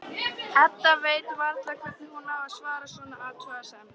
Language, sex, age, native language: Icelandic, female, 13, Icelandic